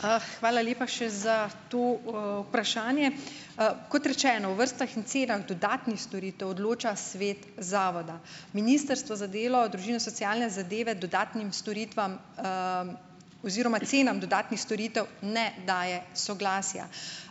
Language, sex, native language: Slovenian, female, Slovenian